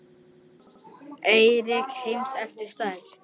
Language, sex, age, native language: Icelandic, male, 9, Icelandic